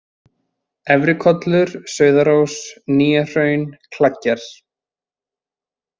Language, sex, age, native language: Icelandic, male, 20-29, Icelandic